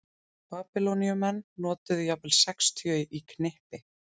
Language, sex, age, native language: Icelandic, female, 30-39, Icelandic